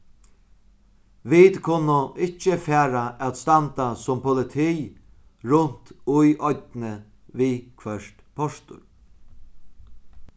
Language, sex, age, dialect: Faroese, male, 36-60, Sandoy